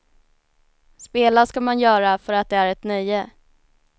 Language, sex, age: Swedish, female, 19